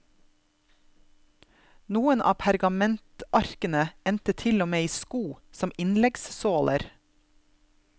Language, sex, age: Norwegian, female, 32